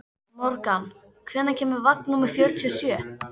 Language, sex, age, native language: Icelandic, female, 12, Icelandic